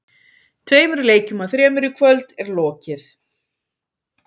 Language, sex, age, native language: Icelandic, female, 50-59, Icelandic